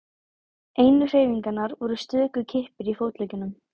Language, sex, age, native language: Icelandic, female, 18-19, Icelandic